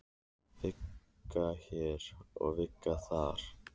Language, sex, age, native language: Icelandic, male, 30-39, Icelandic